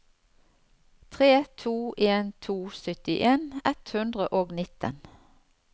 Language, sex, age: Norwegian, female, 54